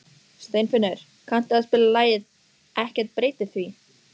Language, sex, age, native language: Icelandic, female, 14, Icelandic